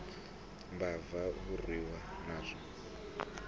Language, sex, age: Venda, male, 26